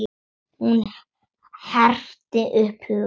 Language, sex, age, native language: Icelandic, male, 8, Icelandic